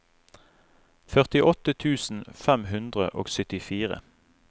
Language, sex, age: Norwegian, male, 35